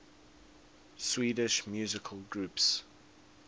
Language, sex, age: English, male, 19